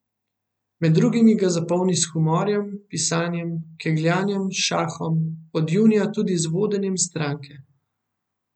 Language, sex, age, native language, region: Slovenian, male, 18-29, Slovenian, Central Slovenia